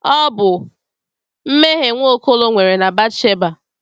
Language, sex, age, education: Igbo, female, 15-29, tertiary